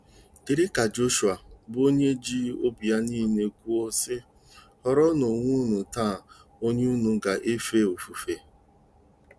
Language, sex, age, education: Igbo, male, 30-45, tertiary